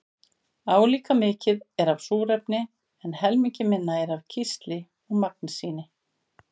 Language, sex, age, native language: Icelandic, female, 50-59, Icelandic